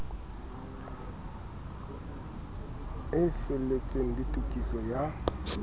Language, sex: Southern Sotho, male